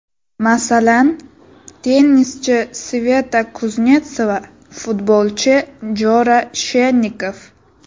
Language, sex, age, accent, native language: Uzbek, female, 18-24, Sirdaryo, Uzbek